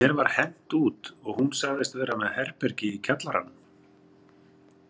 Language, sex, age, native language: Icelandic, male, 40-49, Icelandic